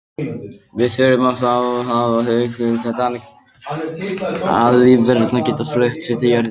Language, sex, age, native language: Icelandic, male, 20-29, Icelandic